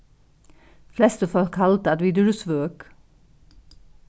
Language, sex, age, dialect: Faroese, female, 36-60, Norðuroyggjar